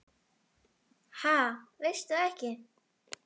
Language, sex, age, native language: Icelandic, female, 10, Icelandic